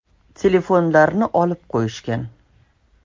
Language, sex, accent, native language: Uzbek, female, Toshkent shahri, Uzbek